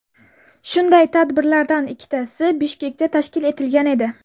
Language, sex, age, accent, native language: Uzbek, female, 18-24, Buxoro, Uzbek